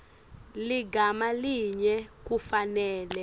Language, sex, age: Swati, female, 18